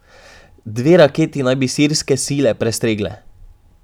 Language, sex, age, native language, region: Slovenian, male, 18-29, Slovenian, Drava region